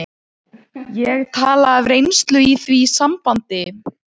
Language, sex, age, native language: Icelandic, female, 15, Icelandic